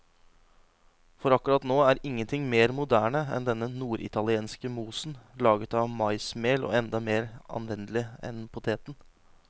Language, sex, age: Norwegian, male, 26